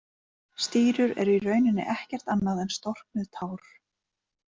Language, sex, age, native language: Icelandic, female, 30-39, Icelandic